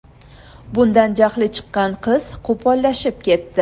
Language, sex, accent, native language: Uzbek, female, Andijon, Uzbek